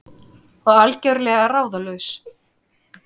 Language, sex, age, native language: Icelandic, female, 30-39, Icelandic